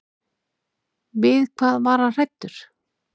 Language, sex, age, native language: Icelandic, female, 30-39, Icelandic